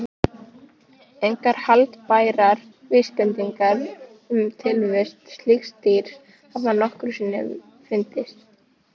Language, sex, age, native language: Icelandic, female, 18-19, Icelandic